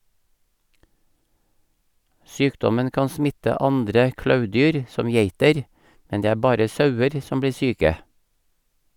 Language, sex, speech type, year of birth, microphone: Norwegian, male, read, 1956, Sennheiser